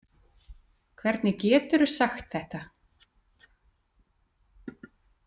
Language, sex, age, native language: Icelandic, female, 40-49, Icelandic